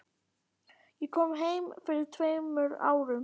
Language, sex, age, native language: Icelandic, female, 11, Icelandic